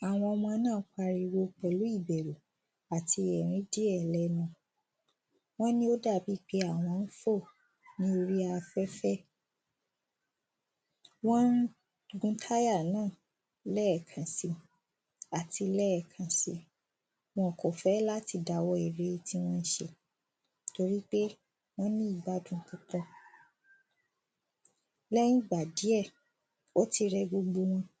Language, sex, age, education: Yoruba, female, 15-29, secondary